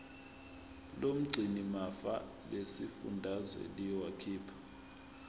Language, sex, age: Zulu, male, 20